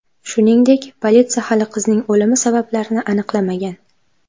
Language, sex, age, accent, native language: Uzbek, female, 12-17, Toshkent viloyati, Uzbek